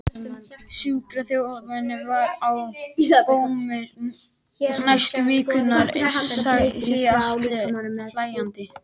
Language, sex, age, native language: Icelandic, male, 18-19, Icelandic